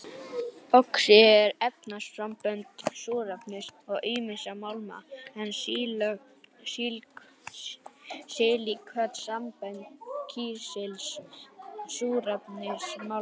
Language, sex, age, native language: Icelandic, male, 18-19, Icelandic